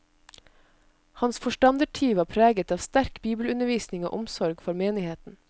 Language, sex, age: Norwegian, female, 22